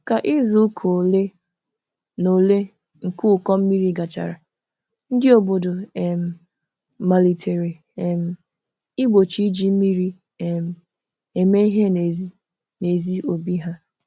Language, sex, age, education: Igbo, female, 30-45, tertiary